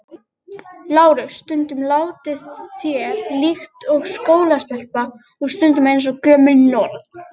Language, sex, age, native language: Icelandic, female, 30-39, Icelandic